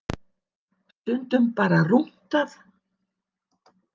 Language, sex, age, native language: Icelandic, female, 60-69, Icelandic